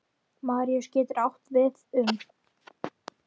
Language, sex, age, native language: Icelandic, female, 10, Icelandic